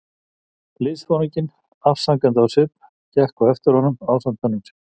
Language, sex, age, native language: Icelandic, male, 50-59, Icelandic